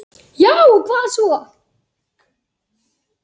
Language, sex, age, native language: Icelandic, female, 8, Icelandic